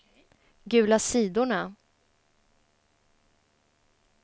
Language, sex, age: Swedish, female, 30